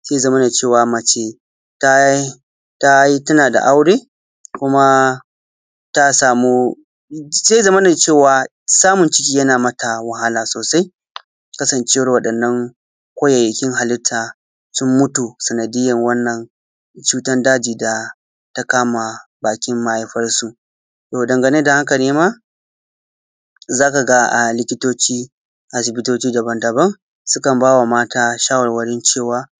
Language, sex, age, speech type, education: Hausa, male, 15-29, spontaneous, tertiary